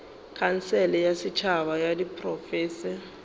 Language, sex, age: Northern Sotho, female, 29